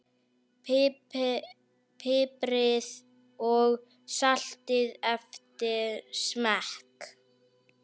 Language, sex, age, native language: Icelandic, female, 9, Icelandic